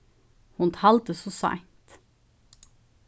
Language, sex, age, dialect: Faroese, female, 36-60, Suðurstreymoy